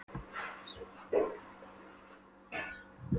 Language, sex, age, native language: Icelandic, female, 12, Polish